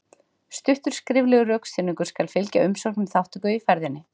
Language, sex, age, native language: Icelandic, female, 40-49, Icelandic